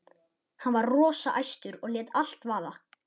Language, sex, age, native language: Icelandic, male, 11, Icelandic